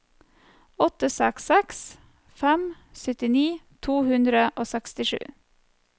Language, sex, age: Norwegian, female, 34